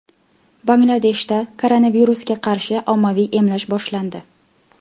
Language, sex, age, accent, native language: Uzbek, female, 18-24, Farg'ona, Uzbek